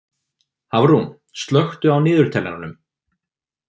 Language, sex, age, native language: Icelandic, male, 20-29, Icelandic